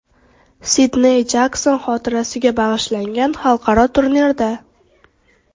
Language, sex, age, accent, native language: Uzbek, female, 12-17, Toshkent viloyati, Uzbek